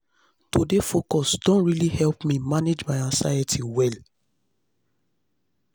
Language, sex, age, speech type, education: Nigerian Pidgin, female, 15-29, spontaneous, tertiary